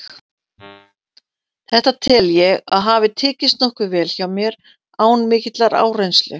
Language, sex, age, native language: Icelandic, female, 40-49, Icelandic